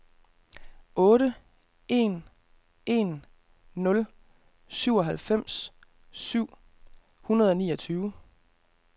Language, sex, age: Danish, male, 32